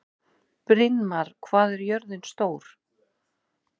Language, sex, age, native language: Icelandic, female, 30-39, Icelandic